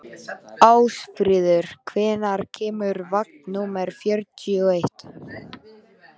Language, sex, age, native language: Icelandic, male, 13, Icelandic